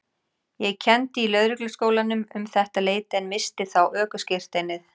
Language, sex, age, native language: Icelandic, female, 40-49, Icelandic